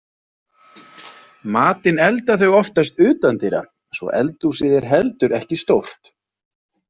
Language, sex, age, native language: Icelandic, male, 30-39, Icelandic